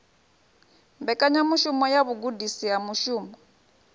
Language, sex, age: Venda, female, 21